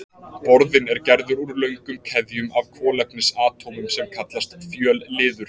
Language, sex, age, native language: Icelandic, male, 20-29, Icelandic